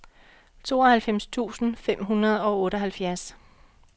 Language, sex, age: Danish, female, 45